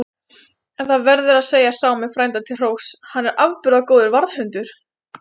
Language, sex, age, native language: Icelandic, female, 20-29, Icelandic